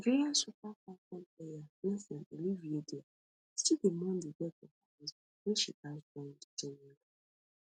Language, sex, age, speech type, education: Nigerian Pidgin, female, 15-29, spontaneous, tertiary